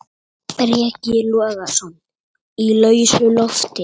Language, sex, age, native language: Icelandic, male, 8, Icelandic